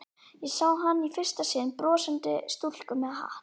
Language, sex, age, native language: Icelandic, female, 11, Icelandic